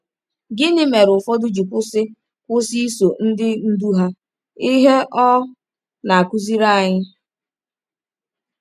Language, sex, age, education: Igbo, female, 15-29, tertiary